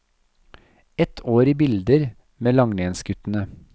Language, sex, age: Norwegian, male, 40